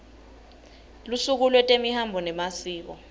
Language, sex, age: Swati, female, 21